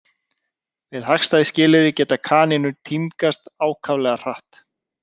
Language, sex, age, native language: Icelandic, male, 30-39, Icelandic